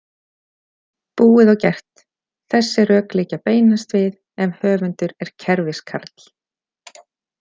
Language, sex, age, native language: Icelandic, female, 40-49, Icelandic